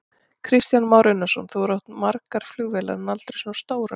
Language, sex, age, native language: Icelandic, female, 40-49, Icelandic